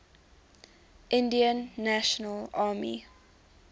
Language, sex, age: English, female, 19